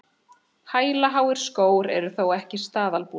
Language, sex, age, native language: Icelandic, female, 30-39, Icelandic